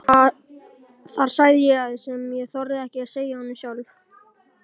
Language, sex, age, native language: Icelandic, male, 18-19, Icelandic